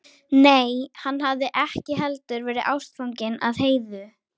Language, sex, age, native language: Icelandic, female, 13, Icelandic